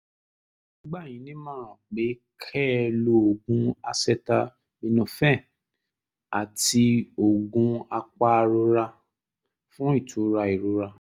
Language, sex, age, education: Yoruba, male, 30-45, tertiary